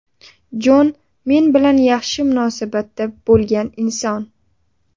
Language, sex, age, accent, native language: Uzbek, female, 18-24, Sirdaryo, Uzbek